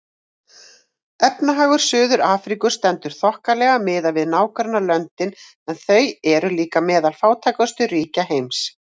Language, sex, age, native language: Icelandic, female, 40-49, Icelandic